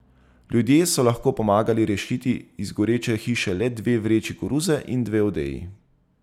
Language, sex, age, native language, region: Slovenian, male, 30-49, Slovenian, Zasavska region